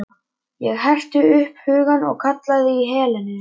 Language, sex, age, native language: Icelandic, male, 11, Icelandic